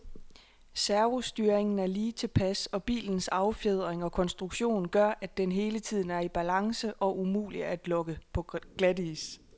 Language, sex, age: Danish, female, 26